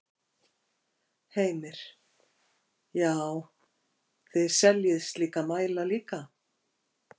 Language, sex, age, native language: Icelandic, female, 50-59, Icelandic